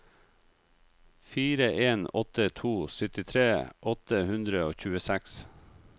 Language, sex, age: Norwegian, male, 38